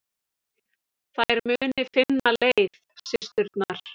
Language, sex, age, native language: Icelandic, female, 30-39, Icelandic